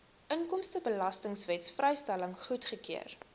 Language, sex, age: Afrikaans, female, 19